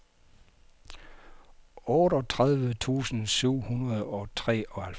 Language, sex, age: Danish, male, 51